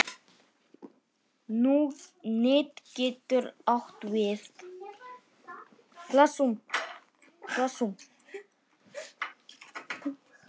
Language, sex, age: Icelandic, male, 9